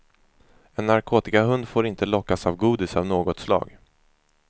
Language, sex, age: Swedish, male, 24